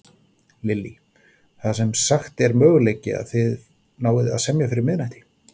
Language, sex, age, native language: Icelandic, male, 40-49, Icelandic